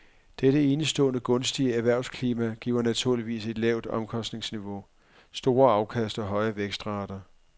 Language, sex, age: Danish, male, 44